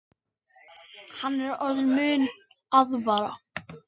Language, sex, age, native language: Icelandic, other, 60-69, Icelandic